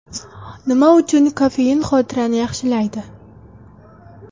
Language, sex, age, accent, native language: Uzbek, female, under 19, Toshkent viloyati, Uzbek